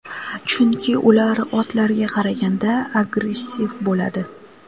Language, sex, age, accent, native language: Uzbek, female, 19-29, Samarqand, Uzbek